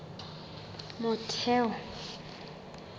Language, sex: Southern Sotho, female